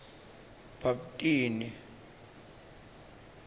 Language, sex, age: Swati, male, 26